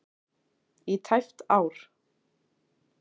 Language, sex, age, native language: Icelandic, female, 16, Icelandic